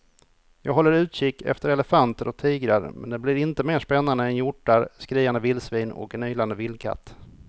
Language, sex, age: Swedish, male, 28